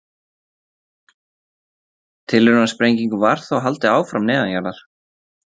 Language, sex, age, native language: Icelandic, male, 30-39, Icelandic